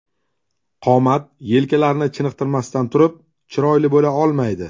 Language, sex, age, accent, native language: Uzbek, male, 35+, Toshkent shahri, Uzbek